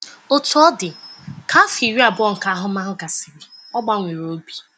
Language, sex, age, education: Igbo, female, 15-29, tertiary